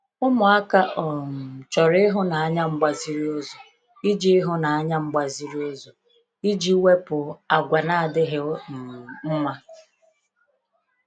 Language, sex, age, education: Igbo, female, 30-45, tertiary